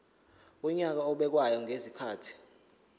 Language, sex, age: Zulu, male, 19